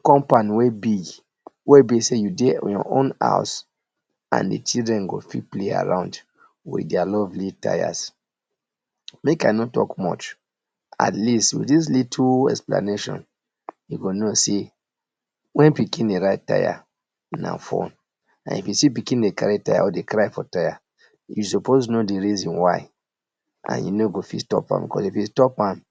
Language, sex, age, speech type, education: Nigerian Pidgin, male, 30-45, spontaneous, tertiary